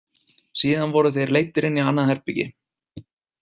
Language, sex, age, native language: Icelandic, male, 20-29, Icelandic